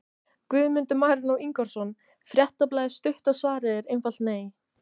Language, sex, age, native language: Icelandic, female, 18-19, Icelandic